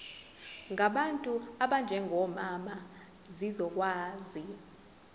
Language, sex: Zulu, female